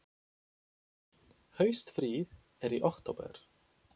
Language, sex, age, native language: Icelandic, male, 20-29, Polish